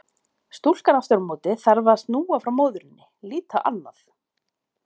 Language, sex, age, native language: Icelandic, female, 40-49, Icelandic